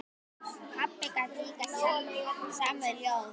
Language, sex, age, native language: Icelandic, female, 10, Icelandic